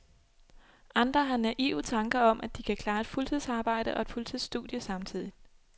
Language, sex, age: Danish, female, 26